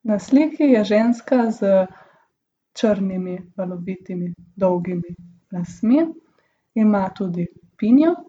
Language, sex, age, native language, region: Slovenian, female, 18-29, Slovenian, Gorica region